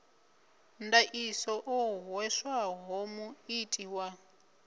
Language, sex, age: Venda, female, 25